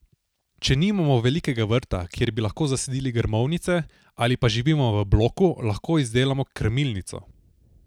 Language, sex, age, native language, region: Slovenian, male, 18-29, Slovenian, Southeast Slovenia